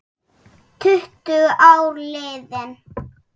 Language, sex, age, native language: Icelandic, female, 6, Icelandic